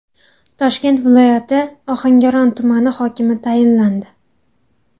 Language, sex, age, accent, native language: Uzbek, female, 18-24, Xorazm, Uzbek